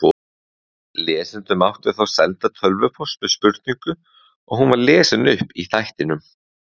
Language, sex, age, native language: Icelandic, male, 20-29, Icelandic